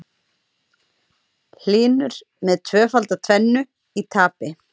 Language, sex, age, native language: Icelandic, female, 30-39, Icelandic